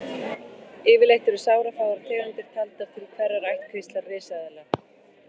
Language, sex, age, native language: Icelandic, female, 40-49, Icelandic